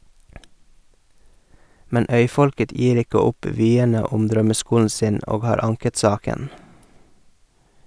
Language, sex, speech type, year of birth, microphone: Norwegian, male, read, 1978, Sennheiser